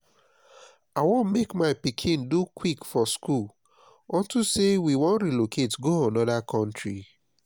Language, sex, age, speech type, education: Nigerian Pidgin, male, 30-45, spontaneous, tertiary